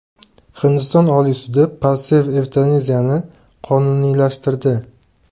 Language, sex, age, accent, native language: Uzbek, male, 18-24, Surxondaryo, Uzbek